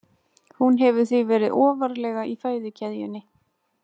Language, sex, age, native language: Icelandic, female, 20-29, Icelandic